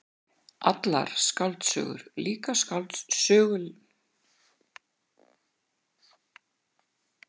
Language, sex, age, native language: Icelandic, female, 60-69, Icelandic